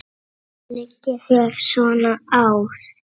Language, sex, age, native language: Icelandic, female, 7, Icelandic